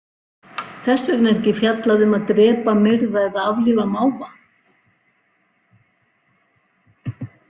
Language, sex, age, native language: Icelandic, female, 60-69, Icelandic